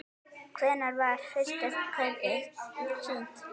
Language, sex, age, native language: Icelandic, female, 9, Icelandic